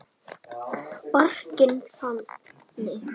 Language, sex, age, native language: Icelandic, male, 10, Icelandic